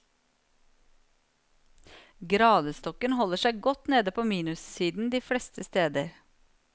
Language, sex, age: Norwegian, female, 39